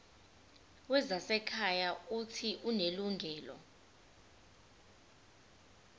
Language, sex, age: Zulu, female, 25